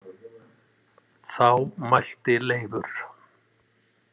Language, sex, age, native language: Icelandic, male, 60-69, Icelandic